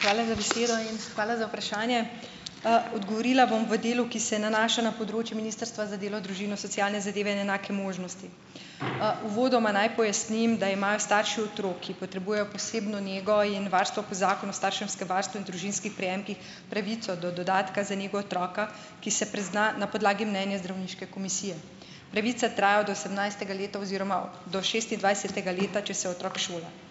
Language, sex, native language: Slovenian, female, Slovenian